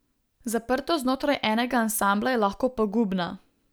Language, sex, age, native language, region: Slovenian, female, 18-29, Slovenian, Southeast Slovenia